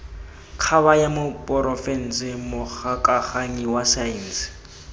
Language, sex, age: Tswana, male, 20